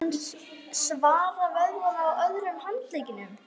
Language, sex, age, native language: Icelandic, female, 11, Icelandic